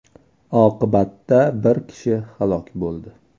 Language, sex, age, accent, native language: Uzbek, male, 18-24, Toshkent viloyati, Uzbek